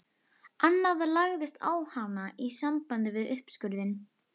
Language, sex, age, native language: Icelandic, female, 11, Icelandic